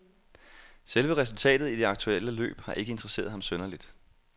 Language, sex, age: Danish, male, 28